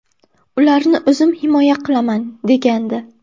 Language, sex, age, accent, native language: Uzbek, female, under 19, Buxoro, Uzbek